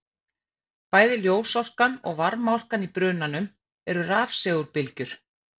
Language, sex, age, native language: Icelandic, female, 50-59, Icelandic